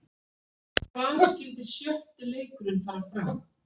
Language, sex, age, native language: Icelandic, female, 40-49, Icelandic